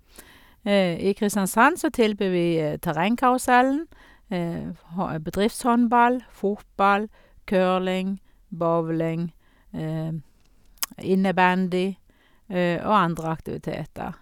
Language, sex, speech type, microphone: Norwegian, female, spontaneous, Sennheiser